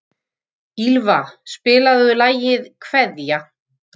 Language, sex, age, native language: Icelandic, female, 50-59, Icelandic